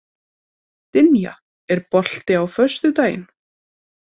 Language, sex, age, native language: Icelandic, female, 20-29, Icelandic